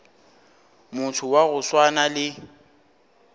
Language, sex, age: Northern Sotho, male, 19